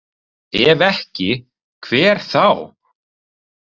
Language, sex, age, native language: Icelandic, male, 30-39, Icelandic